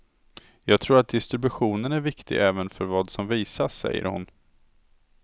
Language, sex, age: Swedish, male, 27